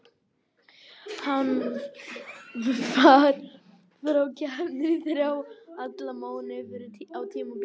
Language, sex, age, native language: Icelandic, other, 18-19, Icelandic